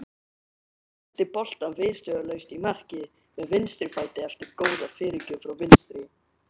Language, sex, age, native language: Icelandic, male, 18-19, Icelandic